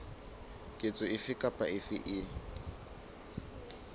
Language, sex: Southern Sotho, male